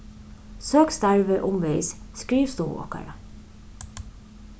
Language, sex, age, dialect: Faroese, female, 36-60, Suðurstreymoy